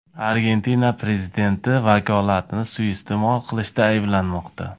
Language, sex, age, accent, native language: Uzbek, male, 25-34, Sirdaryo, Uzbek